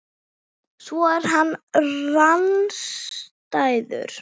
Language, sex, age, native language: Icelandic, female, 40-49, Icelandic